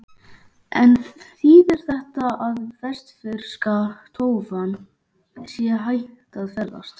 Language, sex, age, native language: Icelandic, male, 11, Icelandic